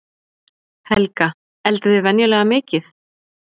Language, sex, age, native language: Icelandic, female, 20-29, Icelandic